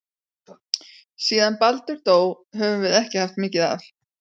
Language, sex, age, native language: Icelandic, female, 40-49, Icelandic